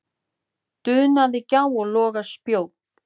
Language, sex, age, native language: Icelandic, female, 9, Icelandic